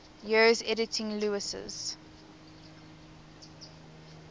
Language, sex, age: English, female, 24